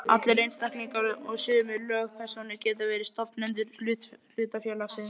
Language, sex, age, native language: Icelandic, male, 11, Icelandic